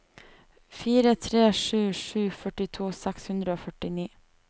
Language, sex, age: Norwegian, female, 28